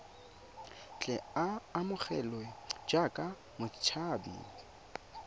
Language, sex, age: Tswana, male, 22